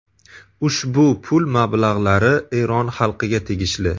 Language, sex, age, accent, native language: Uzbek, male, 25-34, Buxoro, Uzbek